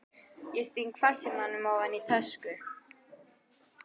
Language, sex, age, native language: Icelandic, female, 12, Icelandic